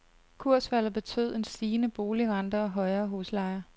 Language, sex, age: Danish, female, 32